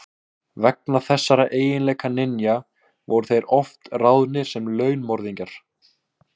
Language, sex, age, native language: Icelandic, male, 18-19, Icelandic